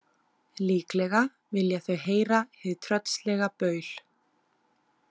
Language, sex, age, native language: Icelandic, female, 30-39, Icelandic